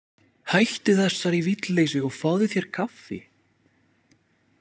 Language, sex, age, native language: Icelandic, male, 20-29, French